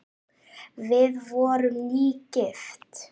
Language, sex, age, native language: Icelandic, female, 8, Icelandic